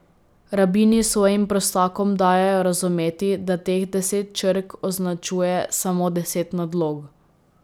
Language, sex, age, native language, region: Slovenian, female, 18-29, Slovenian, Drava region